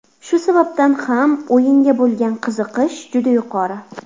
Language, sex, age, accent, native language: Uzbek, female, under 19, Farg'ona, Uzbek